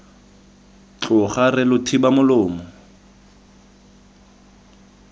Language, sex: Tswana, male